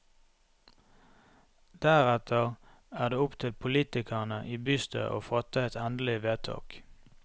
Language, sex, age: Norwegian, male, 32